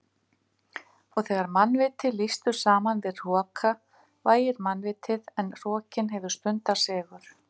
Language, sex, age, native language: Icelandic, female, 50-59, Icelandic